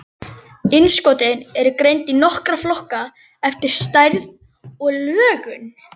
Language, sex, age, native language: Icelandic, female, 11, Icelandic